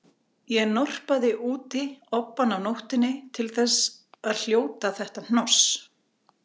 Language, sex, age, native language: Icelandic, female, 40-49, Icelandic